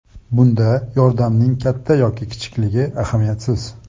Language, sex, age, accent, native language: Uzbek, male, 25-34, Sirdaryo, Uzbek